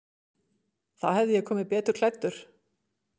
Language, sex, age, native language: Icelandic, female, 50-59, Icelandic